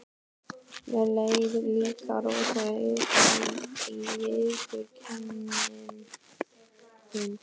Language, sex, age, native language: Icelandic, male, 12, Icelandic